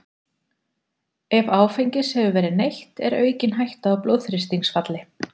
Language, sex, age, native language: Icelandic, female, 40-49, Icelandic